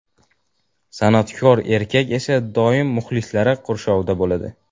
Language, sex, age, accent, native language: Uzbek, male, 12-17, Jizzax, Uzbek